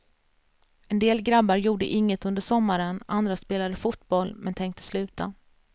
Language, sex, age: Swedish, female, 33